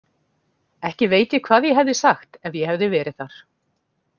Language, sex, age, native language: Icelandic, female, 40-49, Icelandic